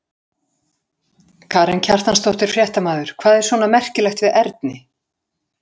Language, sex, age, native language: Icelandic, female, 60-69, Icelandic